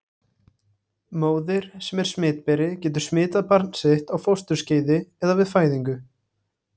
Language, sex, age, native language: Icelandic, male, 18-19, Icelandic